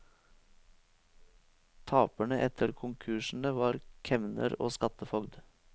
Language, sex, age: Norwegian, male, 23